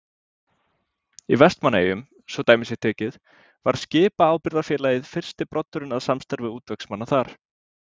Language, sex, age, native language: Icelandic, male, 20-29, Icelandic